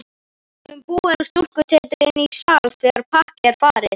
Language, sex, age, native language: Icelandic, male, 18-19, Icelandic